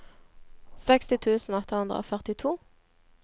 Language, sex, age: Norwegian, female, 26